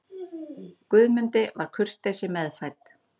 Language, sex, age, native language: Icelandic, female, 30-39, Icelandic